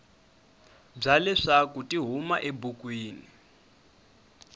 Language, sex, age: Tsonga, male, 22